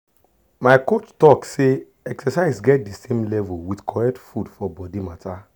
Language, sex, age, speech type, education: Nigerian Pidgin, male, 30-45, spontaneous, tertiary